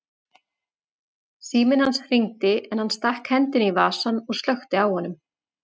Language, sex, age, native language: Icelandic, female, 40-49, Icelandic